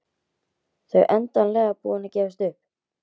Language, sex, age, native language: Icelandic, male, 11, Icelandic